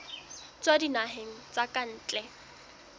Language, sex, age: Southern Sotho, female, 21